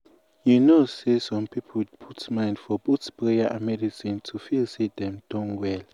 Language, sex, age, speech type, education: Nigerian Pidgin, male, 15-29, spontaneous, tertiary